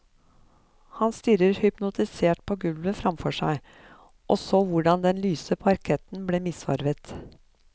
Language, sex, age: Norwegian, female, 54